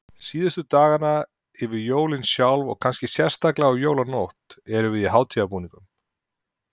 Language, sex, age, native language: Icelandic, male, 40-49, Icelandic